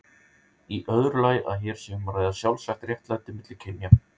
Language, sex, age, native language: Icelandic, male, 30-39, Icelandic